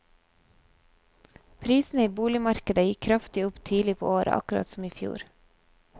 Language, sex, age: Norwegian, female, 24